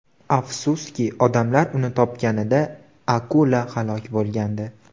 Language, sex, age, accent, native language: Uzbek, male, 18-24, Farg'ona, Uzbek